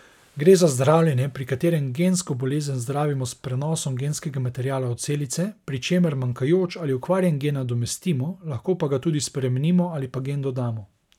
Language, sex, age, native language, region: Slovenian, male, 30-49, Slovenian, Savinja region